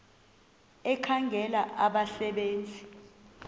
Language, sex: Xhosa, female